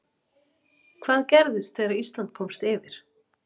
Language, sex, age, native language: Icelandic, female, 30-39, Icelandic